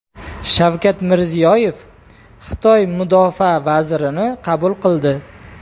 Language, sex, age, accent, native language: Uzbek, male, 18-24, Toshkent viloyati, Uzbek